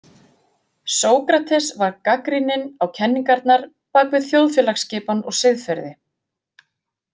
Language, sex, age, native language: Icelandic, female, 50-59, Icelandic